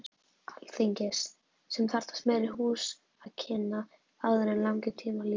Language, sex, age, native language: Icelandic, female, 11, Icelandic